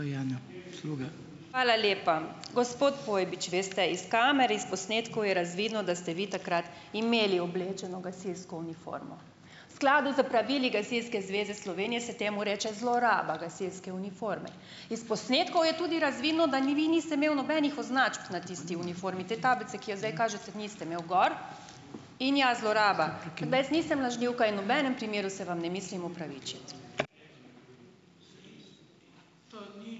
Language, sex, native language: Slovenian, female, Slovenian